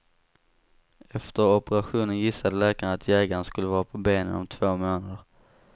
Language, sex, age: Swedish, male, 18